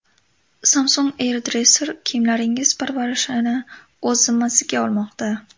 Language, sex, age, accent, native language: Uzbek, female, 18-24, Andijon, Uzbek